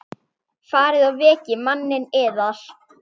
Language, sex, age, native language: Icelandic, female, 8, Icelandic